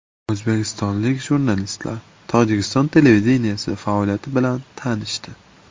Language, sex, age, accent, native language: Uzbek, male, 19-29, Namangan, Uzbek